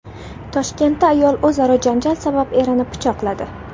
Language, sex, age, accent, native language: Uzbek, female, 18-24, Samarqand, Uzbek